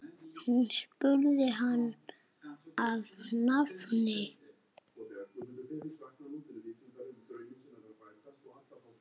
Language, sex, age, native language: Icelandic, male, 7, Icelandic